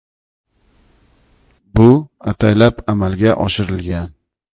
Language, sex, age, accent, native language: Uzbek, male, 35+, Toshkent shahri, Uzbek